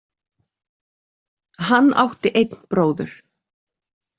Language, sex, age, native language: Icelandic, female, 40-49, Icelandic